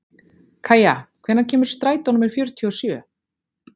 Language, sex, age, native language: Icelandic, female, 40-49, Icelandic